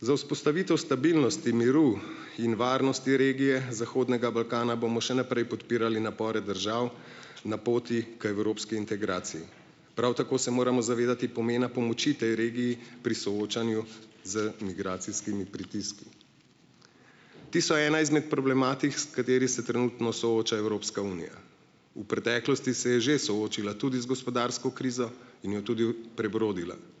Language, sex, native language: Slovenian, male, Slovenian